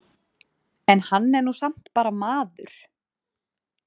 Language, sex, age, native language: Icelandic, female, 30-39, Icelandic